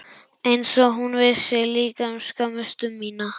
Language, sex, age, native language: Icelandic, male, 11, Icelandic